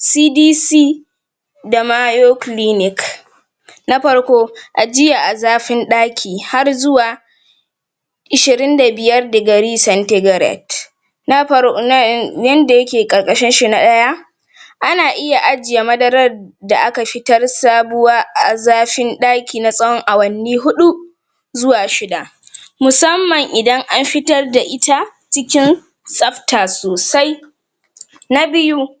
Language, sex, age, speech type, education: Hausa, female, 46-60, spontaneous, tertiary